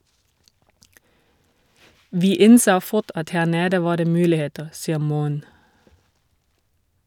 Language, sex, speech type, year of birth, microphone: Norwegian, female, read, 1979, Shure